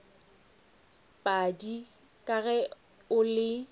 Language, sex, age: Northern Sotho, female, 29